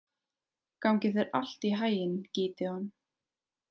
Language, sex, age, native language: Icelandic, female, 20-29, Icelandic